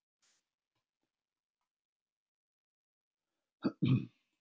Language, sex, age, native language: Icelandic, male, 70-79, Icelandic